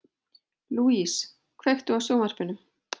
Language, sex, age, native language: Icelandic, female, 40-49, Icelandic